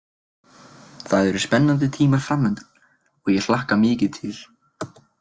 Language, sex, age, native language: Icelandic, male, 20-29, Icelandic